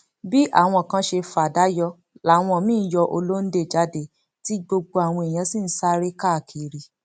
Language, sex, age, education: Yoruba, female, 15-29, tertiary